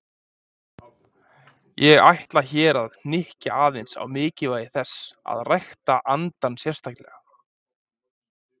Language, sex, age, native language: Icelandic, male, 20-29, Icelandic